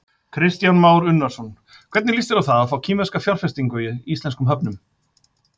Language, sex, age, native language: Icelandic, male, 50-59, Icelandic